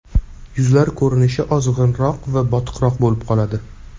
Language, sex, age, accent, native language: Uzbek, male, 18-24, Toshkent shahri, Uzbek